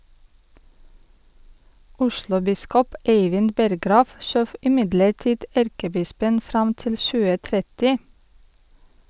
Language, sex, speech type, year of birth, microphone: Norwegian, female, read, 1982, Sennheiser